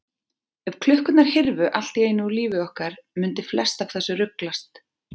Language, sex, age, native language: Icelandic, female, 40-49, Icelandic